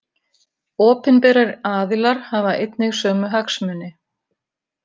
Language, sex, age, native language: Icelandic, female, 50-59, Icelandic